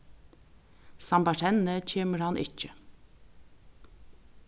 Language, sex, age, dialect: Faroese, female, 36-60, Vágar